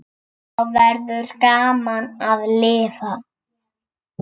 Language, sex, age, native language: Icelandic, female, 6, Icelandic